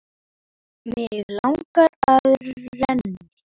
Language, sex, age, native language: Icelandic, male, 8, Icelandic